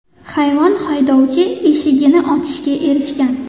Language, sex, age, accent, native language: Uzbek, female, 19-29, Toshkent shahri, Uzbek